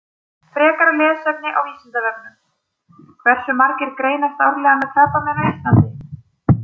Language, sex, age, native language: Icelandic, female, 30-39, Icelandic